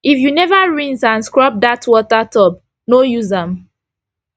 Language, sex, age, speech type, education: Nigerian Pidgin, female, 15-29, spontaneous, secondary